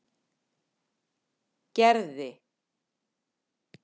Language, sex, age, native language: Icelandic, female, 50-59, Icelandic